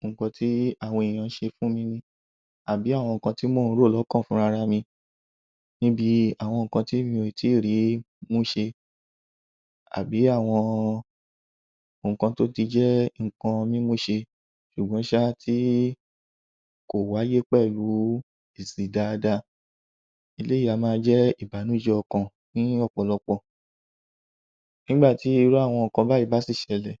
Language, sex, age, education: Yoruba, male, 30-45, tertiary